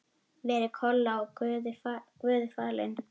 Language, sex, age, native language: Icelandic, female, 10, Icelandic